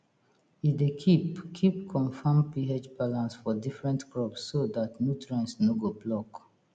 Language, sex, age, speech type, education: Nigerian Pidgin, female, 30-45, spontaneous, tertiary